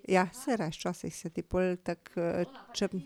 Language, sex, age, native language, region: Slovenian, female, 50-59, Slovenian, Drava region